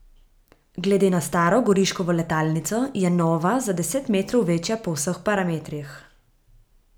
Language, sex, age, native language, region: Slovenian, female, 18-29, Slovenian, Gorica region